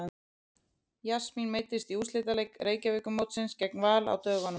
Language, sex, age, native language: Icelandic, female, 30-39, Icelandic